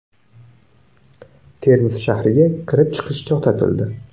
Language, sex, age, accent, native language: Uzbek, male, 19-29, Buxoro, Uzbek